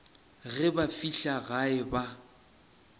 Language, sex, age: Northern Sotho, male, 23